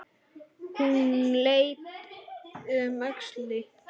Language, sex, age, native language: Icelandic, male, 9, Icelandic